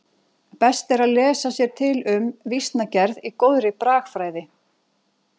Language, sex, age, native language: Icelandic, female, 40-49, Icelandic